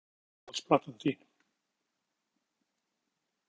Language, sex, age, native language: Icelandic, male, 50-59, Icelandic